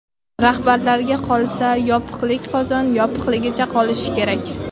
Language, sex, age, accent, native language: Uzbek, female, 18-24, Navoiy, Uzbek